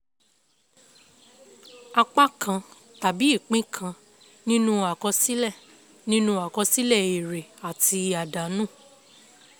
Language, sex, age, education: Yoruba, female, 15-29, secondary